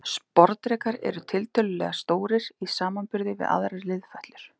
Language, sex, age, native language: Icelandic, female, 30-39, Icelandic